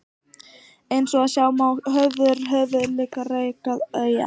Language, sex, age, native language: Icelandic, female, 18-19, Icelandic